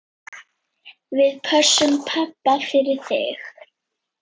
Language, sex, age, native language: Icelandic, female, 9, Icelandic